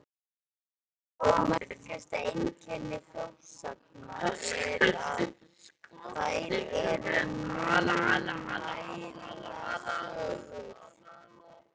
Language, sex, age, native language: Icelandic, male, 13, Icelandic